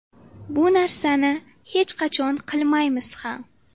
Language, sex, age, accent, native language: Uzbek, female, 12-17, Farg'ona, Uzbek